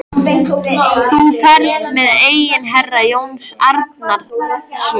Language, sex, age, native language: Icelandic, female, 13, Icelandic